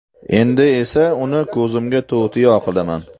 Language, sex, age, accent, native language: Uzbek, male, 25-34, Toshkent shahri, Uzbek